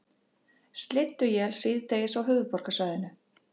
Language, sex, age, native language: Icelandic, female, 50-59, Icelandic